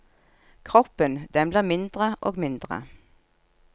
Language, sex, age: Norwegian, female, 46